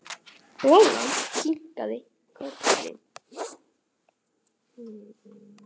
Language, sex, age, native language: Icelandic, male, 8, Icelandic